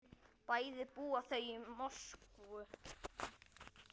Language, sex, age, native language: Icelandic, male, 9, Icelandic